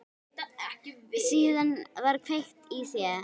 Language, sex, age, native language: Icelandic, female, 9, Icelandic